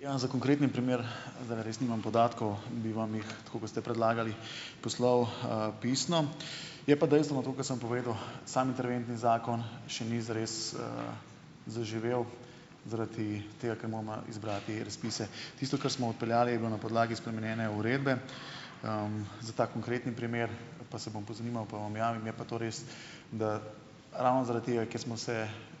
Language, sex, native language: Slovenian, male, Slovenian